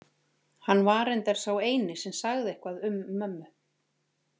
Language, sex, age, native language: Icelandic, female, 40-49, Icelandic